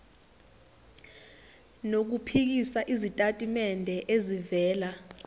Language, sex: Zulu, female